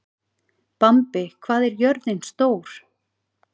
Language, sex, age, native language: Icelandic, female, 40-49, Icelandic